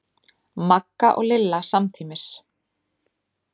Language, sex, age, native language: Icelandic, female, 30-39, Icelandic